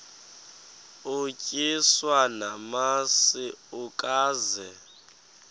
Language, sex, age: Xhosa, male, 23